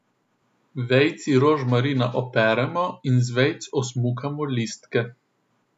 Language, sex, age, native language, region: Slovenian, male, 18-29, Slovenian, Southeast Slovenia